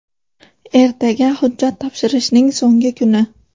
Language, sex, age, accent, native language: Uzbek, female, 18-24, Farg'ona, Uzbek